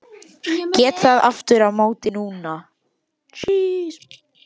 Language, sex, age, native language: Icelandic, male, 12, Icelandic